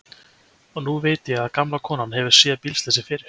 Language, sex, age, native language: Icelandic, male, 20-29, Icelandic